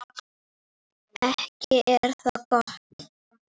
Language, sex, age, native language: Icelandic, female, 8, Icelandic